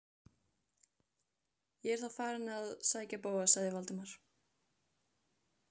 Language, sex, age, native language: Icelandic, female, 15, Icelandic